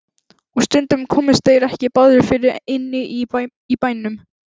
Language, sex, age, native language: Icelandic, female, 11, Icelandic